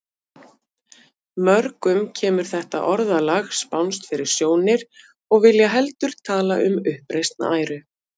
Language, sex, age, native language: Icelandic, female, 50-59, Icelandic